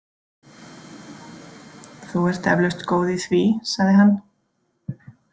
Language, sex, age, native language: Icelandic, female, 40-49, Icelandic